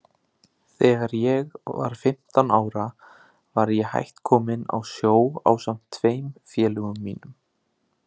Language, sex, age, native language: Icelandic, male, 30-39, Icelandic